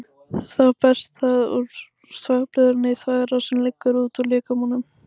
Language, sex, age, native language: Icelandic, female, 18-19, Icelandic